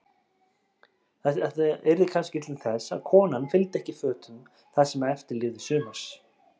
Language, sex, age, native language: Icelandic, male, 30-39, Icelandic